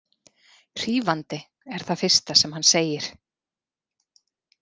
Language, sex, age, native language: Icelandic, female, 40-49, Icelandic